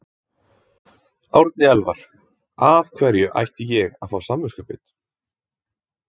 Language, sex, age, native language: Icelandic, male, 20-29, Icelandic